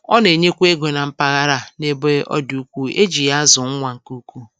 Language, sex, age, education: Igbo, female, 46-60, tertiary